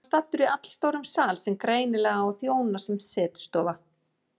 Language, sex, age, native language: Icelandic, female, 40-49, Icelandic